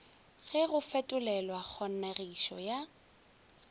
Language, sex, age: Northern Sotho, female, 20